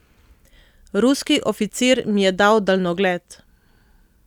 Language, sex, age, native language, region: Slovenian, female, 30-49, Slovenian, Central Slovenia